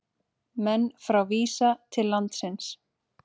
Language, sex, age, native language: Icelandic, female, 30-39, Icelandic